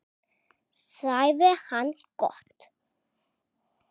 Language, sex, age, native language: Icelandic, male, 8, Icelandic